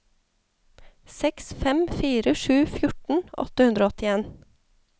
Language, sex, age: Norwegian, female, 34